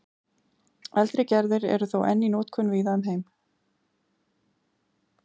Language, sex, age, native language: Icelandic, female, 40-49, Icelandic